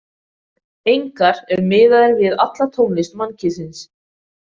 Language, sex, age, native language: Icelandic, female, 20-29, Icelandic